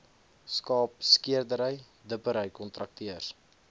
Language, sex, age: Afrikaans, male, 20